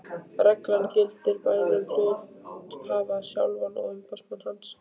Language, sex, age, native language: Icelandic, female, 15, Icelandic